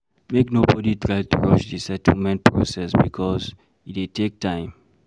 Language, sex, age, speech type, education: Nigerian Pidgin, male, 30-45, read, primary